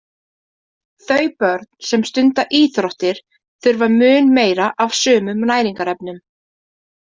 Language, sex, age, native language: Icelandic, female, 30-39, Icelandic